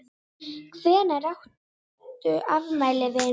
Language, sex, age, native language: Icelandic, female, 9, Icelandic